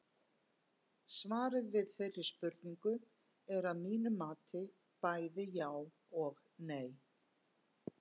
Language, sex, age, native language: Icelandic, female, 50-59, Icelandic